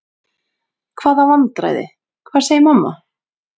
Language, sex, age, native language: Icelandic, female, 40-49, Icelandic